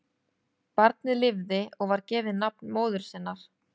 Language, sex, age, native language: Icelandic, female, 30-39, Icelandic